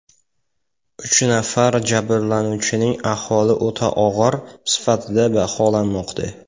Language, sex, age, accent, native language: Uzbek, male, under 19, Farg'ona, Uzbek